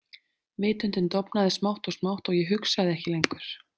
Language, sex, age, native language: Icelandic, female, 30-39, Icelandic